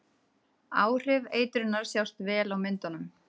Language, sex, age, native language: Icelandic, female, 30-39, Icelandic